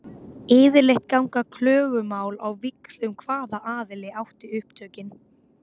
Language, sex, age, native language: Icelandic, female, 18-19, Icelandic